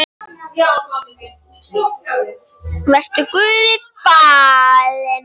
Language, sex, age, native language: Icelandic, female, 8, Icelandic